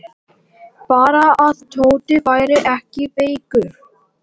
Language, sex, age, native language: Icelandic, male, 18-19, Latvian